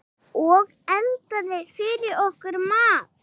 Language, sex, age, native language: Icelandic, female, 6, English